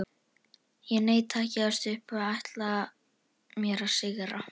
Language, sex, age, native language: Icelandic, female, 11, Icelandic